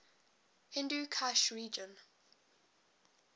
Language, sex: English, female